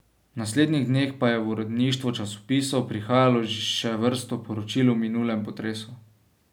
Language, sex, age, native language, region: Slovenian, male, 18-29, Slovenian, Savinja region